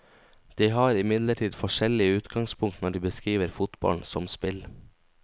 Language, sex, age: Norwegian, male, 19